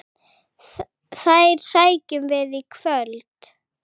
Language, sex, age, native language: Icelandic, female, 8, Icelandic